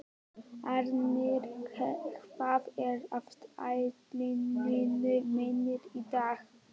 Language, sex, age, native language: Icelandic, male, 11, Icelandic